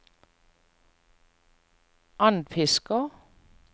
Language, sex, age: Norwegian, female, 45